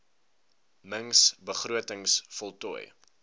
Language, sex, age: Afrikaans, male, 19